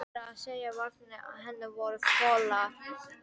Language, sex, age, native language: Icelandic, female, 12, Icelandic